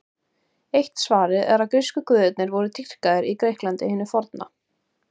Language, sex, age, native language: Icelandic, female, 18-19, Icelandic